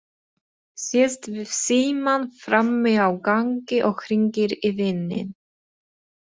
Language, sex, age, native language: Icelandic, female, 20-29, Icelandic